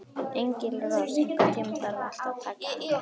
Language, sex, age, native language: Icelandic, female, 12, Icelandic